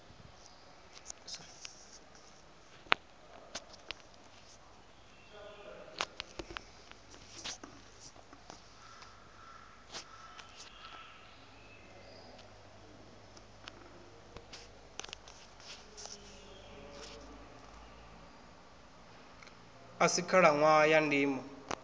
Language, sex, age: Venda, male, 21